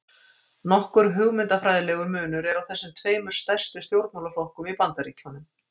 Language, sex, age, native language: Icelandic, female, 50-59, Icelandic